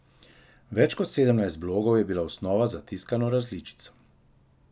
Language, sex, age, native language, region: Slovenian, male, 30-49, Slovenian, Drava region